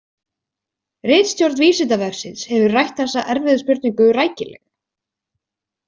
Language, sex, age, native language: Icelandic, female, 20-29, Icelandic